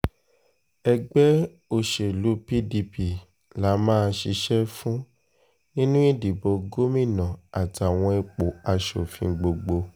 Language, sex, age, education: Yoruba, male, 15-29, tertiary